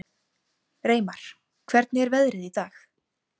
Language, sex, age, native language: Icelandic, female, 17, Icelandic